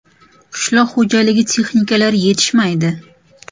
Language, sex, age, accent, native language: Uzbek, female, 35+, Toshkent shahri, Uzbek